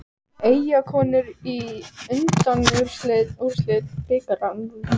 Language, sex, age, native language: Icelandic, female, 18-19, Icelandic